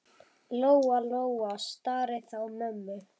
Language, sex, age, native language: Icelandic, female, 10, Icelandic